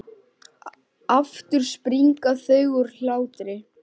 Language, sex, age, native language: Icelandic, male, 10, Icelandic